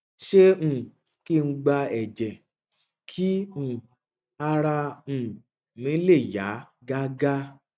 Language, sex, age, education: Yoruba, male, 30-45, tertiary